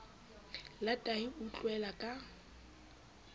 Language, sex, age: Southern Sotho, female, 29